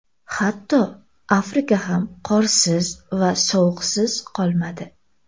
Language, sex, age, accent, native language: Uzbek, female, 18-24, Toshkent viloyati, Uzbek